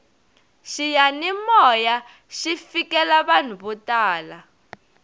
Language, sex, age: Tsonga, female, 22